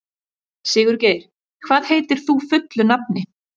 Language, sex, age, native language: Icelandic, female, 30-39, Icelandic